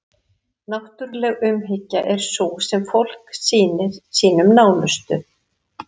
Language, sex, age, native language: Icelandic, female, 60-69, Icelandic